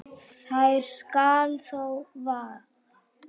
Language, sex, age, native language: Icelandic, female, 9, Icelandic